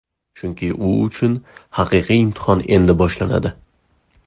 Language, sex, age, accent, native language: Uzbek, male, 18-24, Farg'ona, Uzbek